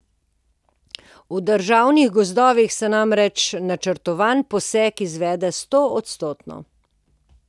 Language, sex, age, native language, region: Slovenian, female, 50-59, Slovenian, Posavska region